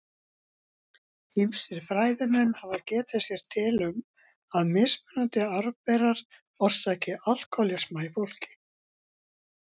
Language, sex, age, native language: Icelandic, female, 60-69, Icelandic